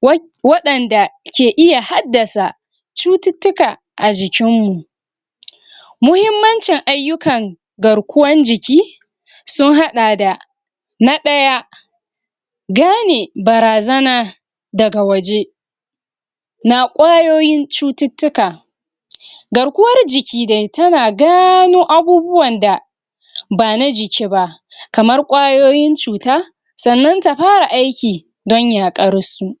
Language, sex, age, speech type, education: Hausa, female, 46-60, spontaneous, tertiary